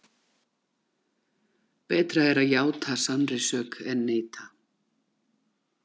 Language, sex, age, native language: Icelandic, female, 40-49, Icelandic